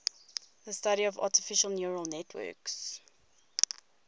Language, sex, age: English, female, 22